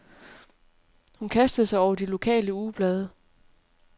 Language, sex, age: Danish, female, 30